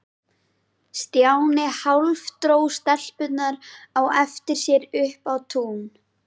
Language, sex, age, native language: Icelandic, female, 11, Icelandic